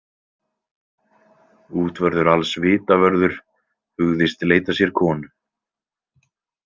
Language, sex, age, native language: Icelandic, male, 20-29, Icelandic